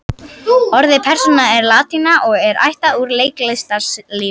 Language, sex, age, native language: Icelandic, female, 50-59, Icelandic